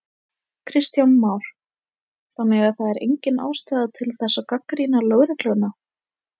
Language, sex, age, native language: Icelandic, female, 18-19, Icelandic